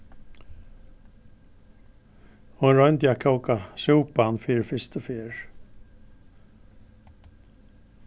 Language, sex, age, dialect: Faroese, male, 61+, Norðurstreymoy/Eysturoy